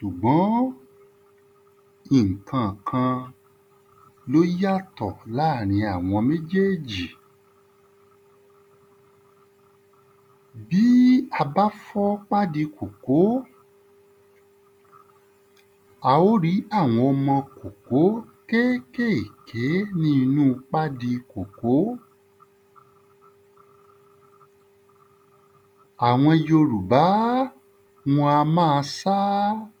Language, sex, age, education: Yoruba, male, 30-45, tertiary